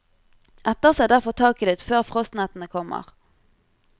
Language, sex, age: Norwegian, female, 25